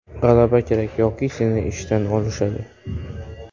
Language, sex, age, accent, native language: Uzbek, male, 18-24, Xorazm, Uzbek